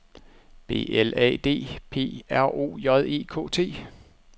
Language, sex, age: Danish, male, 29